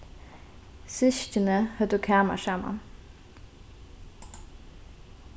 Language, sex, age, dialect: Faroese, female, 15-35, Norðurstreymoy/Eysturoy